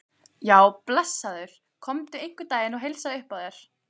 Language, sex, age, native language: Icelandic, female, 15, Icelandic